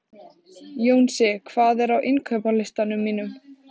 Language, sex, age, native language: Icelandic, female, 14, Icelandic